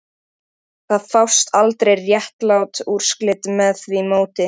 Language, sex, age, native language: Icelandic, male, 13, Icelandic